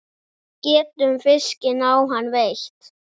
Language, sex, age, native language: Icelandic, male, 6, Icelandic